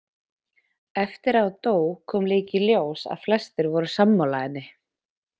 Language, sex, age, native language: Icelandic, female, 20-29, Icelandic